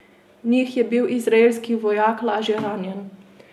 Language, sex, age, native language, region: Slovenian, female, 18-29, Slovenian, Savinja region